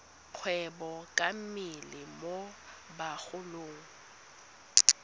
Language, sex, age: Tswana, female, 19